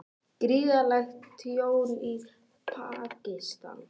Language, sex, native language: Icelandic, other, Icelandic